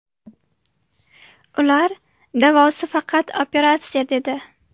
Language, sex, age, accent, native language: Uzbek, female, 19-29, Namangan, Uzbek